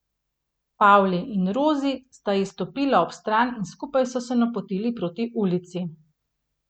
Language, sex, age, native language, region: Slovenian, female, 30-49, Slovenian, Gorenjska region